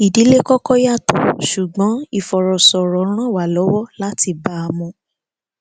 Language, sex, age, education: Yoruba, female, 15-29, tertiary